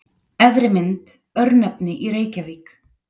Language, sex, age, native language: Icelandic, female, 30-39, Icelandic